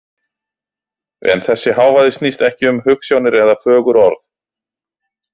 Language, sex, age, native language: Icelandic, male, 40-49, Icelandic